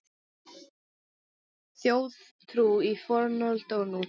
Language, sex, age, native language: Icelandic, female, 10, Icelandic